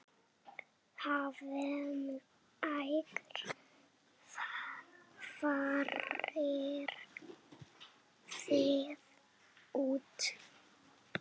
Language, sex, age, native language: Icelandic, male, 7, Icelandic